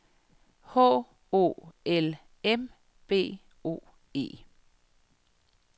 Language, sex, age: Danish, female, 58